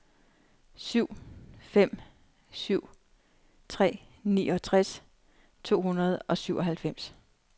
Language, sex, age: Danish, female, 39